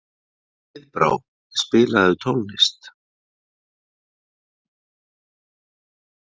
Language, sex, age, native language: Icelandic, male, 30-39, Icelandic